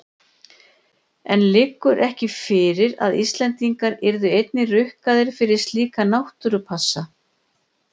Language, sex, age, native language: Icelandic, female, 60-69, Icelandic